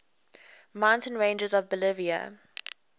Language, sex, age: English, female, 21